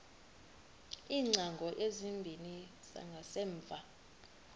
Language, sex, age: Xhosa, female, 23